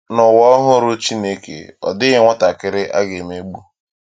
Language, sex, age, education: Igbo, male, 15-29, tertiary